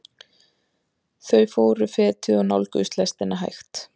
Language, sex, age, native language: Icelandic, female, 30-39, Icelandic